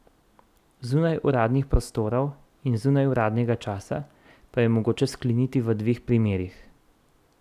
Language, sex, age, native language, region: Slovenian, male, 30-49, Slovenian, Central Slovenia